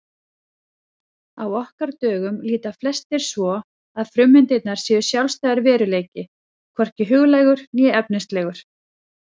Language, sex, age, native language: Icelandic, female, 30-39, Icelandic